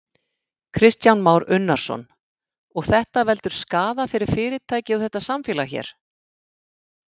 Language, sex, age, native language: Icelandic, female, 50-59, Icelandic